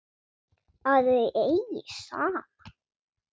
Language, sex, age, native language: Icelandic, female, 7, Swedish